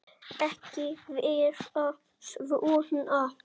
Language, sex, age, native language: Icelandic, male, 7, Icelandic